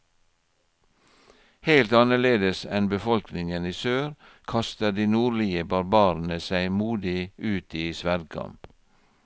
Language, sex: Norwegian, male